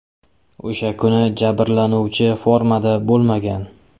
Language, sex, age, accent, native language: Uzbek, male, 25-34, Samarqand, Uzbek